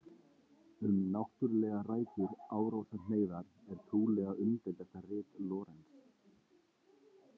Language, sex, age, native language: Icelandic, male, 30-39, Icelandic